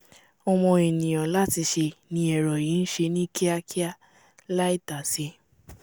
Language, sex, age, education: Yoruba, female, 15-29, tertiary